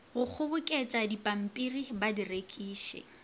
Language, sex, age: Northern Sotho, female, 24